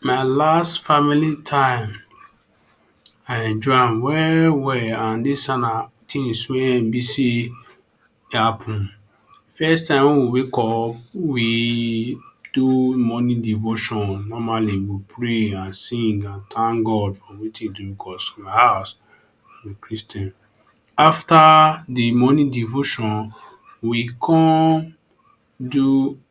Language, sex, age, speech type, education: Nigerian Pidgin, male, 30-45, spontaneous, tertiary